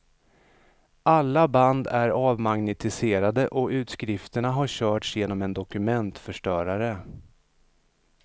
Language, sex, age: Swedish, male, 35